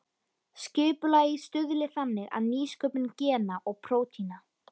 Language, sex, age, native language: Icelandic, female, 13, Icelandic